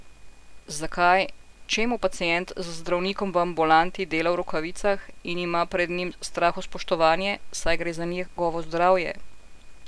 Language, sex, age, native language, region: Slovenian, female, 50-59, Slovenian, Central Slovenia